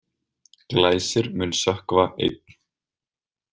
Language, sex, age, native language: Icelandic, male, 20-29, Icelandic